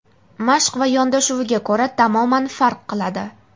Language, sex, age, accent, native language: Uzbek, female, 18-24, Namangan, Uzbek